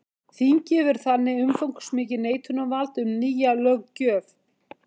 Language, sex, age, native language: Icelandic, female, 50-59, Icelandic